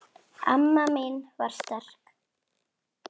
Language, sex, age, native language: Icelandic, female, 9, Icelandic